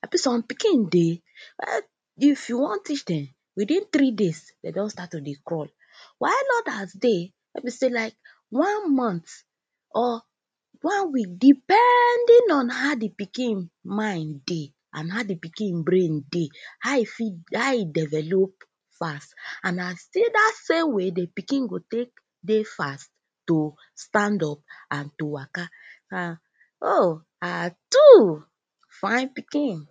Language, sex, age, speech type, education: Nigerian Pidgin, female, 15-29, spontaneous, tertiary